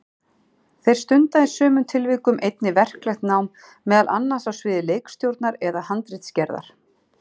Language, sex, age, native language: Icelandic, female, 40-49, Icelandic